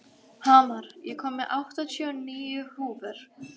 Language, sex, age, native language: Icelandic, female, 12, Icelandic